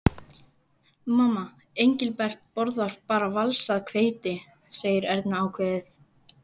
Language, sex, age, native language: Icelandic, female, 11, Icelandic